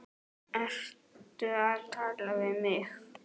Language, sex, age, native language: Icelandic, male, 10, Icelandic